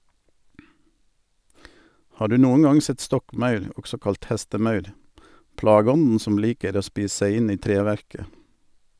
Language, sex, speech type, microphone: Norwegian, male, read, Sennheiser